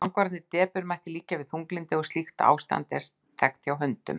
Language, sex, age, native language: Icelandic, female, 60-69, Icelandic